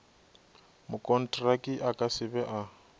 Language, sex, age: Northern Sotho, male, 24